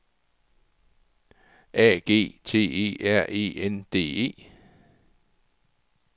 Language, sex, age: Danish, male, 44